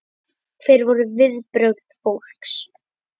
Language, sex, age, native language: Icelandic, male, 10, Icelandic